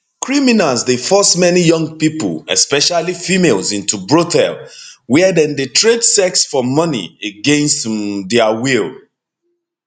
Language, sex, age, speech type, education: Nigerian Pidgin, male, 30-45, spontaneous, tertiary